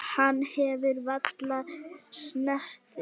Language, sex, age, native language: Icelandic, female, 9, Icelandic